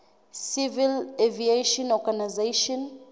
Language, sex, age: Southern Sotho, female, 21